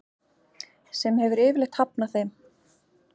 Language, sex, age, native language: Icelandic, female, 40-49, Icelandic